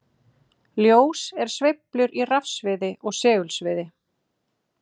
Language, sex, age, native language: Icelandic, female, 30-39, Icelandic